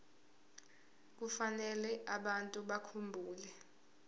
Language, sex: Zulu, female